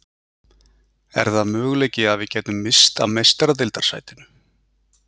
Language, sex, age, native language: Icelandic, male, 40-49, Icelandic